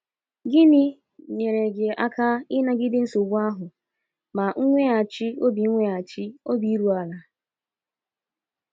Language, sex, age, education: Igbo, female, 15-29, tertiary